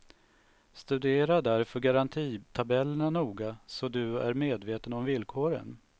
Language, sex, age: Swedish, male, 45